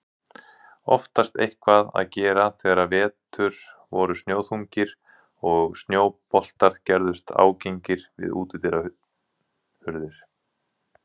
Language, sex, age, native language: Icelandic, male, 40-49, Icelandic